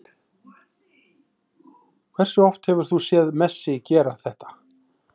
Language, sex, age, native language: Icelandic, male, 40-49, Icelandic